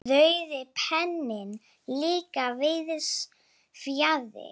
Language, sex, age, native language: Icelandic, female, 7, Icelandic